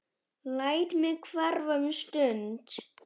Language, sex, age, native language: Icelandic, male, 10, Icelandic